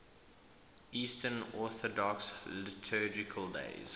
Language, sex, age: English, male, 21